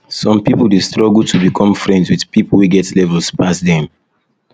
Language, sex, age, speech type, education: Nigerian Pidgin, male, 15-29, spontaneous, tertiary